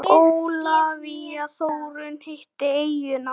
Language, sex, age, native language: Icelandic, male, 9, Icelandic